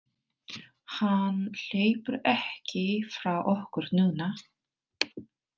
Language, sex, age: Icelandic, female, 30-39